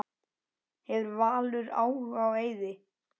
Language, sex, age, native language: Icelandic, male, 9, Icelandic